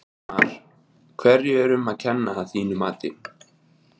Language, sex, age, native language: Icelandic, male, 20-29, Icelandic